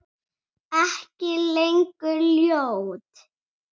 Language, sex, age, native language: Icelandic, female, 7, Icelandic